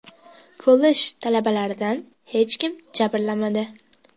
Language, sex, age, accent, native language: Uzbek, female, under 19, Andijon, Uzbek